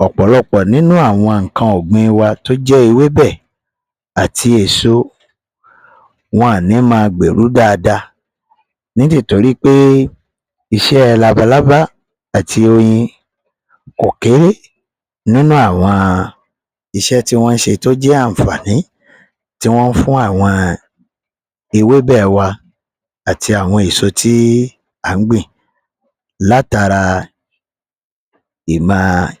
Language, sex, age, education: Yoruba, male, 30-45, tertiary